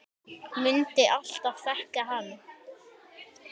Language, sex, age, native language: Icelandic, male, 10, Icelandic